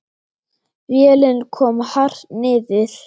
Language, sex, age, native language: Icelandic, male, 8, Icelandic